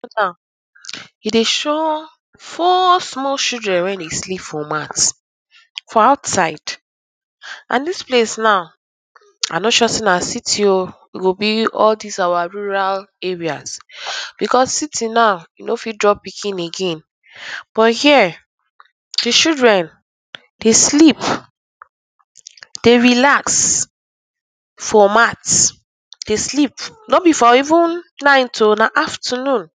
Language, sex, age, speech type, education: Nigerian Pidgin, female, 15-29, spontaneous, tertiary